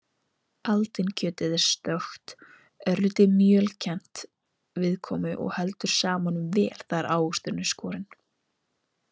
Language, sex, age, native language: Icelandic, female, 18-19, Icelandic